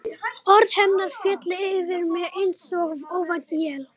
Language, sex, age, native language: Icelandic, female, 18-19, Romanian